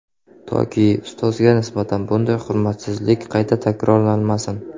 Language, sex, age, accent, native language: Uzbek, male, 18-24, Qashqadaryo, Uzbek